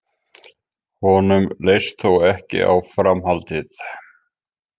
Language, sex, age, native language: Icelandic, male, 50-59, Icelandic